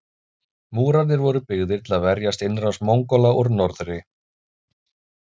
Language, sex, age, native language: Icelandic, male, 30-39, Icelandic